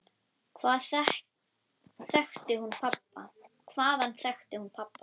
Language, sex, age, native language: Icelandic, female, 10, Icelandic